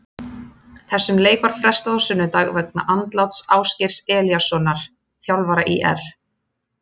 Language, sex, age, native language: Icelandic, female, 30-39, Icelandic